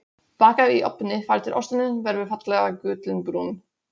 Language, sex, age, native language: Icelandic, female, 16, Polish